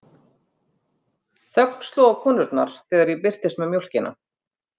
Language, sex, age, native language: Icelandic, female, 50-59, Icelandic